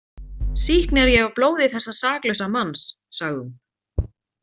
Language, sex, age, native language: Icelandic, female, 30-39, Icelandic